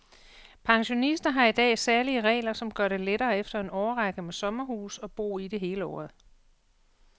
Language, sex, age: Danish, female, 48